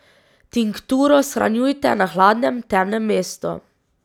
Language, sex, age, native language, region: Slovenian, female, 18-29, Slovenian, Drava region